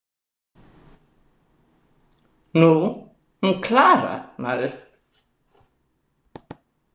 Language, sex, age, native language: Icelandic, female, 60-69, Icelandic